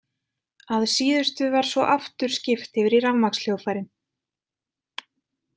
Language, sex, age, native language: Icelandic, female, 20-29, Icelandic